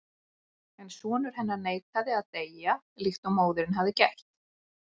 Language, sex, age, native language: Icelandic, female, 20-29, Icelandic